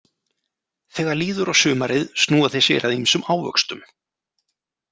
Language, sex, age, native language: Icelandic, male, 40-49, Icelandic